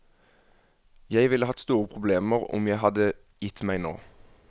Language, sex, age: Norwegian, male, 21